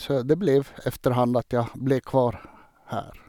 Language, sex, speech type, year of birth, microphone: Norwegian, male, spontaneous, 1952, Sennheiser